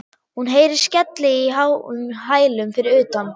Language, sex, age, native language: Icelandic, female, 11, German